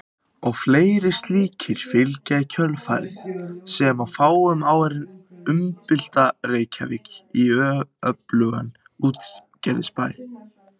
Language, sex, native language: Icelandic, other, Icelandic